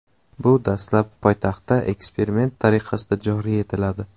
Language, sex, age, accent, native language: Uzbek, male, 18-24, Qashqadaryo, Uzbek